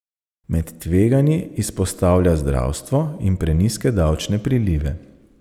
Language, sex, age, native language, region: Slovenian, male, 30-49, Slovenian, Savinja region